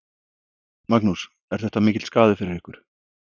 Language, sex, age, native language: Icelandic, male, 50-59, Icelandic